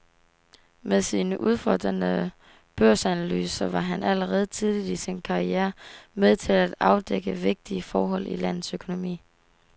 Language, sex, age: Danish, female, 18